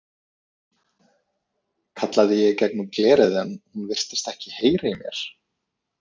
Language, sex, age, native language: Icelandic, male, 30-39, Icelandic